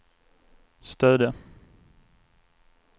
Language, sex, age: Swedish, male, 24